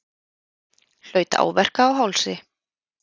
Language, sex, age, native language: Icelandic, female, 30-39, Icelandic